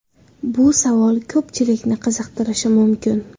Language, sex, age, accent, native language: Uzbek, female, under 19, Qashqadaryo, Uzbek